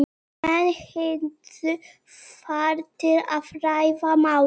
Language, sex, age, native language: Icelandic, male, 11, Icelandic